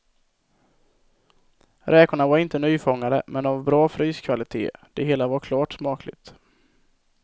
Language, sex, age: Swedish, male, 22